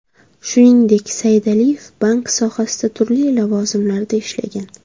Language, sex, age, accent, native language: Uzbek, female, 25-34, Surxondaryo, Uzbek